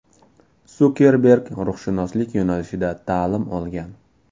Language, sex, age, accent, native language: Uzbek, male, 18-24, Toshkent viloyati, Uzbek